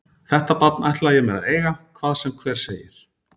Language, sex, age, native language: Icelandic, male, 40-49, Icelandic